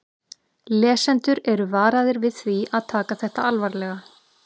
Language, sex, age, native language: Icelandic, female, 30-39, Icelandic